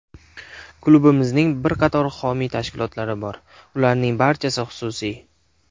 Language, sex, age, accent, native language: Uzbek, male, 19-29, Namangan, Uzbek